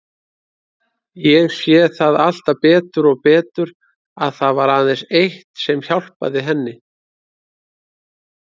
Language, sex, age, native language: Icelandic, male, 30-39, Icelandic